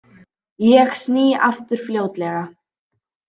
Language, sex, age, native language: Icelandic, female, 18-19, Icelandic